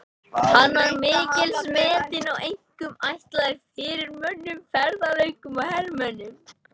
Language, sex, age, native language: Icelandic, male, 18-19, Icelandic